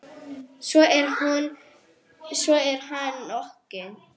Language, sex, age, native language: Icelandic, female, 10, Arabic